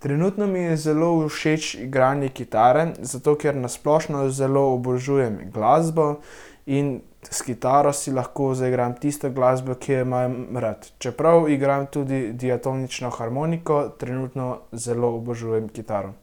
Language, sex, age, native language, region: Slovenian, male, 18-29, Slovenian, Central Slovenia